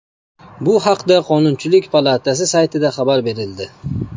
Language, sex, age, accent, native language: Uzbek, male, 25-34, Namangan, Uzbek